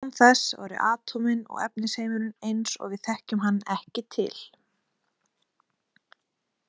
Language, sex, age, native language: Icelandic, female, 20-29, Icelandic